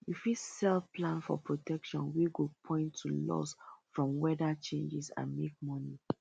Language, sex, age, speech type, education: Nigerian Pidgin, female, 30-45, spontaneous, tertiary